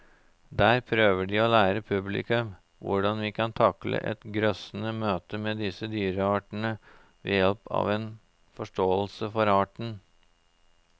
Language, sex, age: Norwegian, male, 34